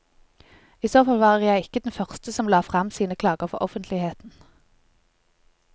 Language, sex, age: Norwegian, female, 20